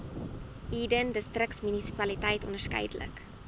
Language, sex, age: Afrikaans, female, 19